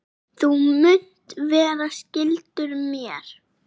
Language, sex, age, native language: Icelandic, female, 8, Icelandic